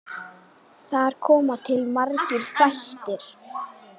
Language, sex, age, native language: Icelandic, female, 10, Icelandic